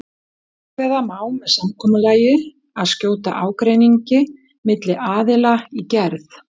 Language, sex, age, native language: Icelandic, female, 60-69, Icelandic